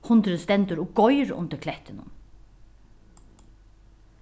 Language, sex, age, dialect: Faroese, female, 36-60, Norðuroyggjar